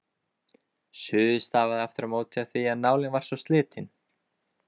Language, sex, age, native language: Icelandic, male, 20-29, Icelandic